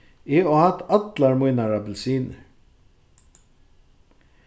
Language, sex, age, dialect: Faroese, male, 36-60, Suðurstreymoy